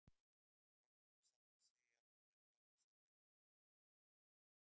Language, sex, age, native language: Icelandic, male, 60-69, Icelandic